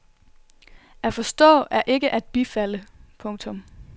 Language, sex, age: Danish, female, 24